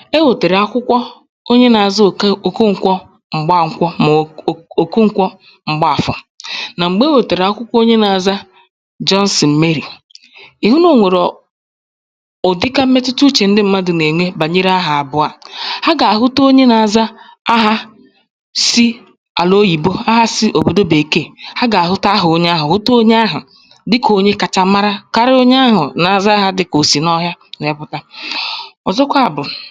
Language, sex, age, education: Igbo, female, 15-29, tertiary